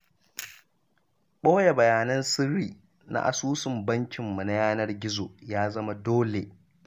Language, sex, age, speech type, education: Hausa, male, 30-45, read, primary